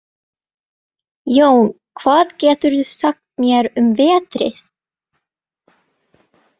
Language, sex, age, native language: Icelandic, female, 20-29, Norwegian